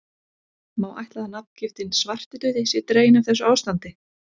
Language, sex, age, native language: Icelandic, female, 30-39, Icelandic